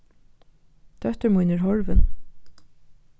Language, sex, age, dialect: Faroese, female, 15-35, Norðurstreymoy/Eysturoy